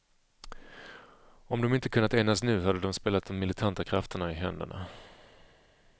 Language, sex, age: Swedish, male, 35